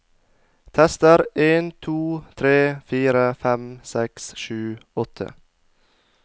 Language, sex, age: Norwegian, male, 22